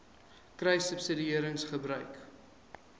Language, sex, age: Afrikaans, male, 23